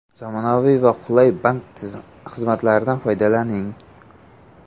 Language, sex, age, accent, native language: Uzbek, male, 18-24, Samarqand, Uzbek